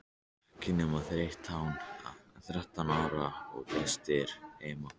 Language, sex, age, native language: Icelandic, male, 13, Icelandic